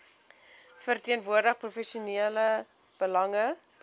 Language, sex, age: Afrikaans, female, 19